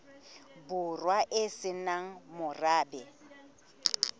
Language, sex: Southern Sotho, female